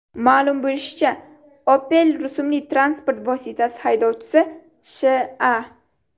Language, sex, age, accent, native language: Uzbek, female, 12-17, Navoiy, Uzbek